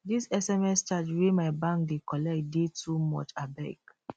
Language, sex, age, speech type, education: Nigerian Pidgin, male, 30-45, spontaneous, tertiary